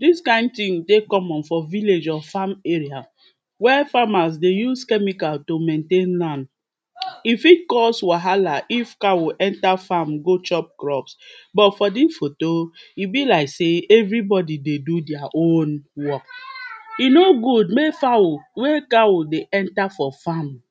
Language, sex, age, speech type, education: Nigerian Pidgin, female, 15-29, spontaneous, secondary